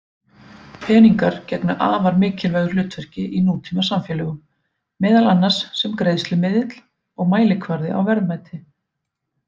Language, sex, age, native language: Icelandic, female, 40-49, Icelandic